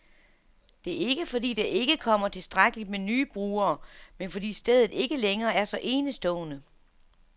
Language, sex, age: Danish, female, 47